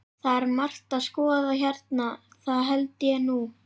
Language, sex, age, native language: Icelandic, male, 11, Icelandic